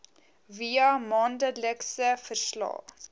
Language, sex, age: Afrikaans, female, 20